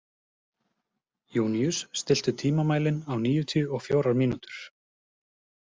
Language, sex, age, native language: Icelandic, male, 40-49, Icelandic